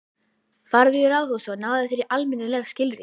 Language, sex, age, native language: Icelandic, female, 11, Icelandic